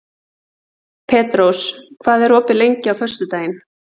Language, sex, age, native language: Icelandic, female, 40-49, Icelandic